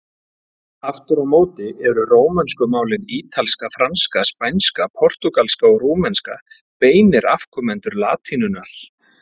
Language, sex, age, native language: Icelandic, male, 40-49, Icelandic